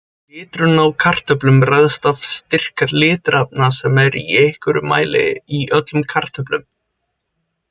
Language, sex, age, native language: Icelandic, male, 20-29, Icelandic